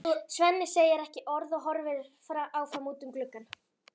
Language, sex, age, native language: Icelandic, female, 11, Icelandic